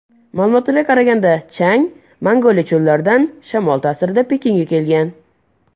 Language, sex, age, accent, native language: Uzbek, male, under 19, Andijon, Uzbek